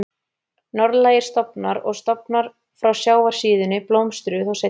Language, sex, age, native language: Icelandic, female, 30-39, Icelandic